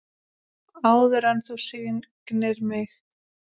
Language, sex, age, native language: Icelandic, female, 10, Icelandic